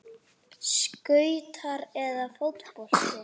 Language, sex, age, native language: Icelandic, female, 40-49, Icelandic